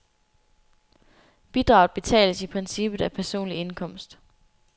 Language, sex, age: Danish, female, 24